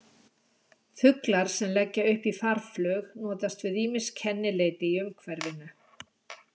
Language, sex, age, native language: Icelandic, female, 60-69, Icelandic